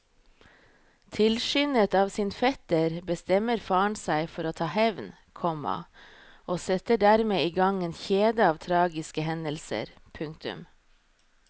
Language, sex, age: Norwegian, female, 38